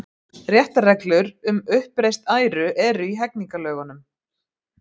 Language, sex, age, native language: Icelandic, female, 50-59, Icelandic